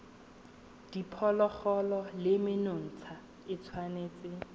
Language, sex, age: Tswana, female, 18